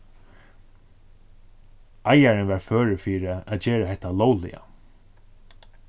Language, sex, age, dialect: Faroese, male, 36-60, Suðurstreymoy